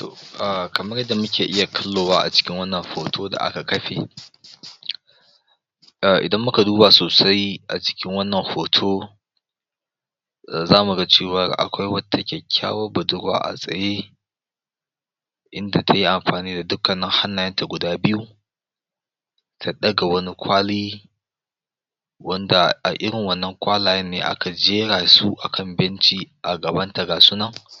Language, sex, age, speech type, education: Hausa, male, 46-60, spontaneous, tertiary